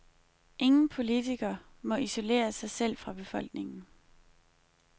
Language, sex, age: Danish, female, 21